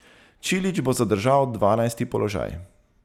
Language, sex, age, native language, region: Slovenian, male, 30-49, Slovenian, Zasavska region